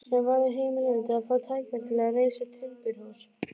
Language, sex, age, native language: Icelandic, female, 12, Icelandic